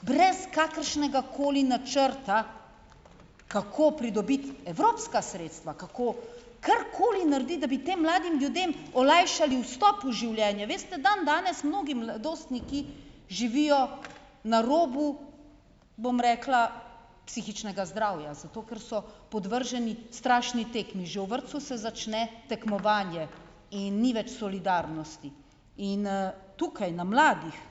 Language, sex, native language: Slovenian, female, Slovenian